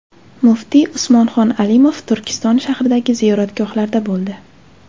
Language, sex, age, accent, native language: Uzbek, female, 18-24, Jizzax, Uzbek